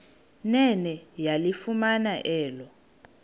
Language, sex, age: Xhosa, female, 18